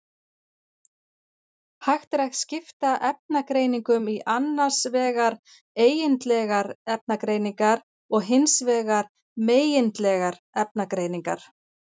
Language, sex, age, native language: Icelandic, female, 40-49, Icelandic